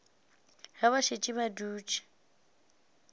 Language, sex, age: Northern Sotho, female, 18